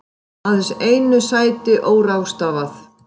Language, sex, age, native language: Icelandic, female, 50-59, Icelandic